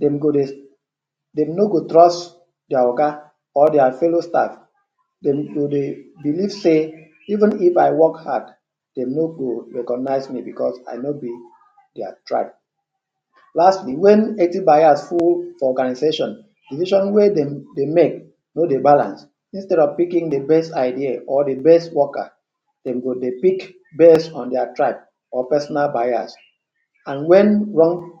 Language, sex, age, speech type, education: Nigerian Pidgin, male, 30-45, spontaneous, tertiary